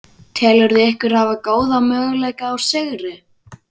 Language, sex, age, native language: Icelandic, male, 12, Icelandic